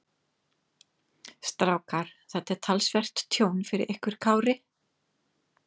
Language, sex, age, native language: Icelandic, female, 50-59, English